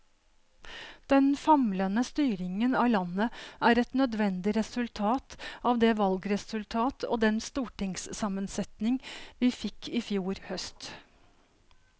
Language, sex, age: Norwegian, female, 52